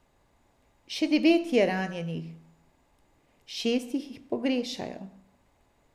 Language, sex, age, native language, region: Slovenian, female, 50-59, Slovenian, Drava region